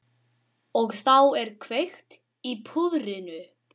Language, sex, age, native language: Icelandic, male, 12, Icelandic